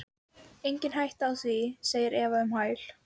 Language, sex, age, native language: Icelandic, female, 12, Icelandic